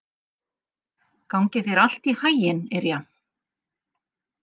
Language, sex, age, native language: Icelandic, female, 50-59, Icelandic